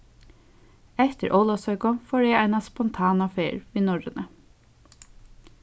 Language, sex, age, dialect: Faroese, female, 15-35, Suðurstreymoy